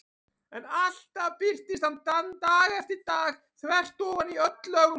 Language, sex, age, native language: Icelandic, male, 40-49, Icelandic